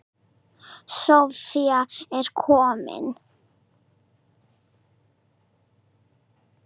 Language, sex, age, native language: Icelandic, female, 9, Serbo-Croatian